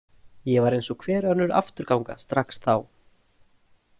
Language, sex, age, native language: Icelandic, male, 20-29, Icelandic